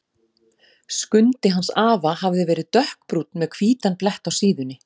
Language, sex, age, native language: Icelandic, female, 40-49, Icelandic